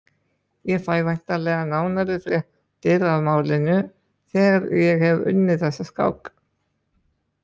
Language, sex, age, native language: Icelandic, male, 20-29, Icelandic